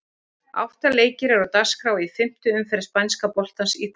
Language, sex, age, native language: Icelandic, female, 40-49, Icelandic